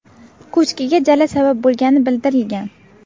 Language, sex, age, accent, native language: Uzbek, female, 19-29, Navoiy, Uzbek